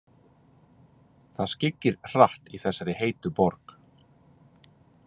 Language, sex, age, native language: Icelandic, male, 40-49, Icelandic